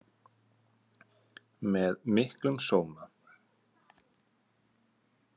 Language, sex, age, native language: Icelandic, male, 30-39, Icelandic